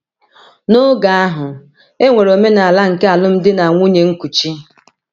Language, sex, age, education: Igbo, female, 30-45, tertiary